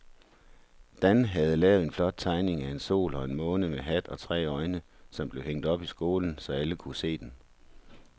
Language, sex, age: Danish, male, 43